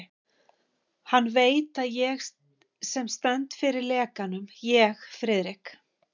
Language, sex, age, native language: Icelandic, female, 50-59, Icelandic